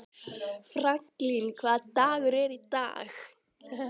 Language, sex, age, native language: Icelandic, female, 12, Icelandic